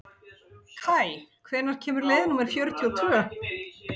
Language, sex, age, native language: Icelandic, female, 40-49, Icelandic